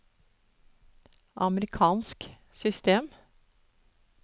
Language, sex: Norwegian, female